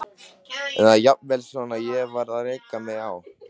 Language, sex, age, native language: Icelandic, male, 13, Icelandic